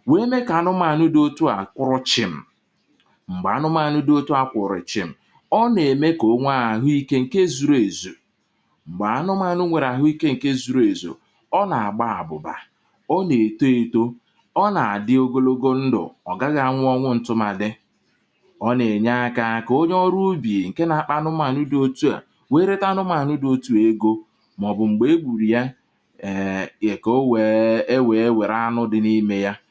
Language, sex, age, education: Igbo, male, 30-45, tertiary